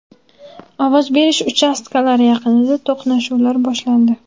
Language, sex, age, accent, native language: Uzbek, female, 18-24, Samarqand, Uzbek